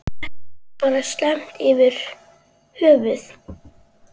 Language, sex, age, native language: Icelandic, female, 40-49, Icelandic